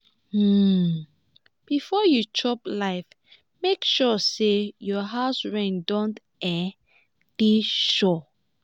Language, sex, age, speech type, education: Nigerian Pidgin, female, 15-29, spontaneous, tertiary